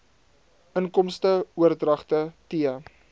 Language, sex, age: Afrikaans, male, 22